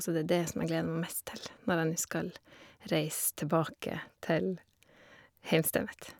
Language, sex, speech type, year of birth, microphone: Norwegian, female, spontaneous, 1978, Shure